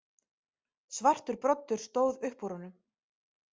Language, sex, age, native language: Icelandic, female, 30-39, Icelandic